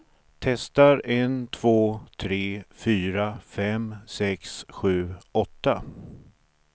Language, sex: Swedish, male